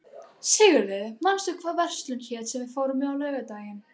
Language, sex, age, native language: Icelandic, other, 12, Icelandic